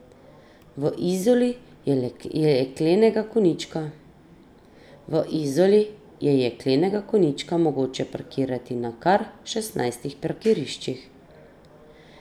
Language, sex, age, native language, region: Slovenian, female, 30-49, Slovenian, Drava region